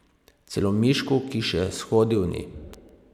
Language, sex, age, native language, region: Slovenian, male, 30-49, Slovenian, Pomurje region